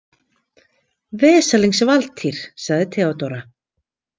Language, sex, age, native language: Icelandic, female, 50-59, Icelandic